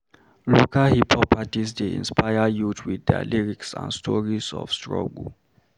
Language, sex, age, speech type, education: Nigerian Pidgin, male, 30-45, read, primary